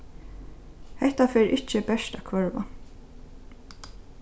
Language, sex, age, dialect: Faroese, female, 15-35, Norðurstreymoy/Eysturoy